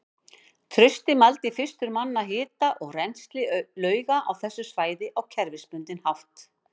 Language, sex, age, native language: Icelandic, female, 50-59, Icelandic